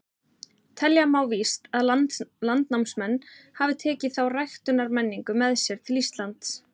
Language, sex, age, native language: Icelandic, female, 30-39, Icelandic